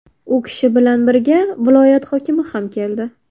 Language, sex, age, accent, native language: Uzbek, female, 19-29, Navoiy, Uzbek